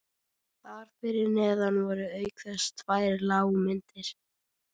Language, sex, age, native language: Icelandic, female, 13, Icelandic